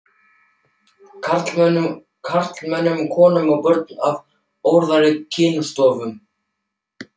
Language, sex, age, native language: Icelandic, male, 12, German